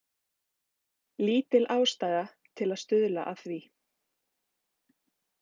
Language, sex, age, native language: Icelandic, female, 30-39, Icelandic